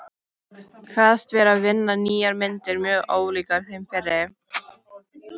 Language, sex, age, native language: Icelandic, female, 13, Icelandic